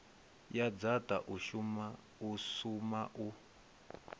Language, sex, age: Venda, male, 22